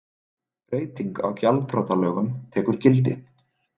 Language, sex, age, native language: Icelandic, male, 30-39, Icelandic